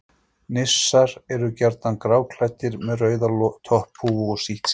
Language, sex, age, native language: Icelandic, male, 40-49, Icelandic